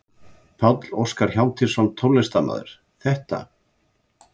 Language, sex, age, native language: Icelandic, male, 70-79, Icelandic